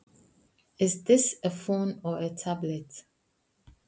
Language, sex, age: Icelandic, female, 20-29